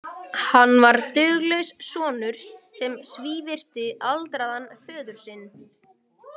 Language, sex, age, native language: Icelandic, male, 18-19, Icelandic